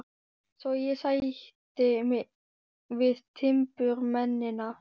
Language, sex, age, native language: Icelandic, female, 12, Icelandic